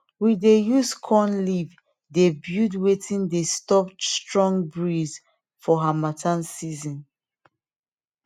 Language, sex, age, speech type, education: Nigerian Pidgin, female, 30-45, spontaneous, tertiary